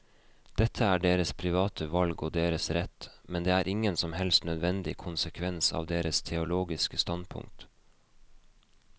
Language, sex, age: Norwegian, male, 29